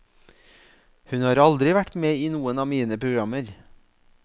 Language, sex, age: Norwegian, male, 44